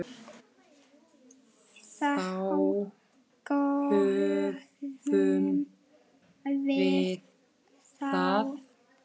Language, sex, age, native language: Icelandic, male, 7, Icelandic